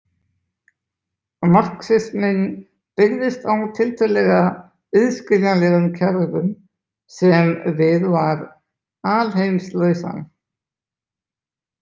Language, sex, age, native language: Icelandic, male, 20-29, Icelandic